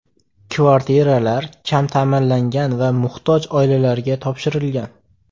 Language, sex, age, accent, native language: Uzbek, male, 18-24, Farg'ona, Uzbek